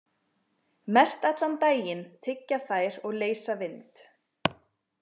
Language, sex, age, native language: Icelandic, female, 20-29, Icelandic